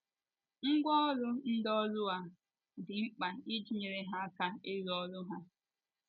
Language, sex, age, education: Igbo, female, 15-29, tertiary